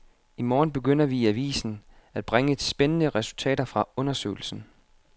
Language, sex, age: Danish, male, 25